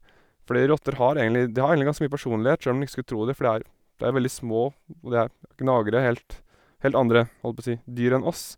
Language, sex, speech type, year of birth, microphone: Norwegian, male, spontaneous, 1987, Sennheiser